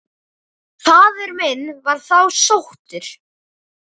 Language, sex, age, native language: Icelandic, male, 9, Icelandic